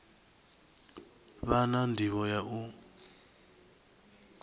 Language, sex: Venda, male